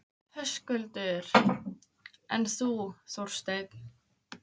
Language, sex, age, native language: Icelandic, female, 15, Icelandic